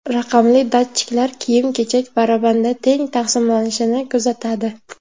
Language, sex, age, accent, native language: Uzbek, female, 19-29, Jizzax, Uzbek